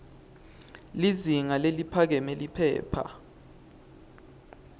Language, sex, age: Swati, male, 20